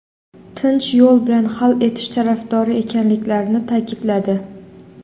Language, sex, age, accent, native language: Uzbek, female, 19-29, Xorazm, Uzbek